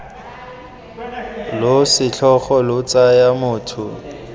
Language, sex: Tswana, male